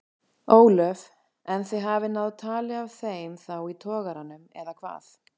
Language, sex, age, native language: Icelandic, female, 40-49, Icelandic